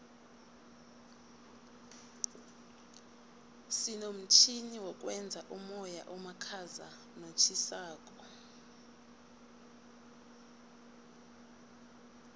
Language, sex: South Ndebele, female